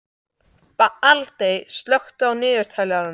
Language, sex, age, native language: Icelandic, other, 13, Icelandic